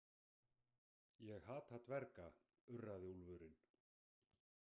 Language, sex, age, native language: Icelandic, male, 60-69, Icelandic